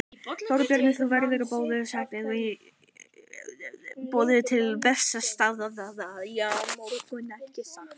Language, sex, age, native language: Icelandic, female, 18-19, Icelandic